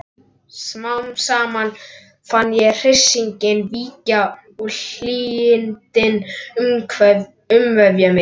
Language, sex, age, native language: Icelandic, male, 11, Icelandic